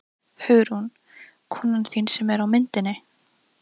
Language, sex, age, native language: Icelandic, female, 13, Icelandic